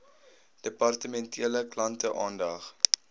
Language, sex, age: Afrikaans, male, 20